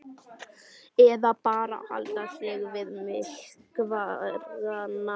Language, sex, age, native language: Icelandic, male, 11, Icelandic